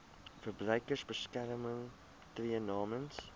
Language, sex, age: Afrikaans, male, 22